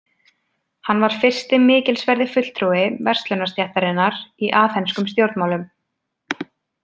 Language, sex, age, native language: Icelandic, female, 20-29, Icelandic